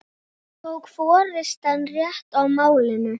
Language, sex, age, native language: Icelandic, male, 6, Icelandic